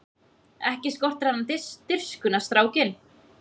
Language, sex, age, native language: Icelandic, female, 20-29, Icelandic